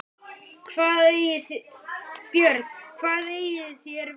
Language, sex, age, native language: Icelandic, male, 9, Icelandic